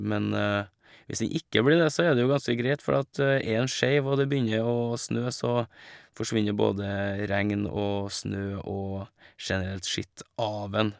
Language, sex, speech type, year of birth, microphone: Norwegian, male, spontaneous, 1985, Shure